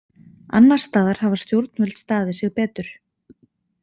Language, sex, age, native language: Icelandic, female, 20-29, Icelandic